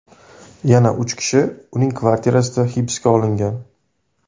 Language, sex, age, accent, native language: Uzbek, male, 18-24, Samarqand, Uzbek